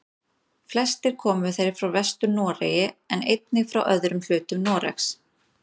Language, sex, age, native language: Icelandic, female, 30-39, Icelandic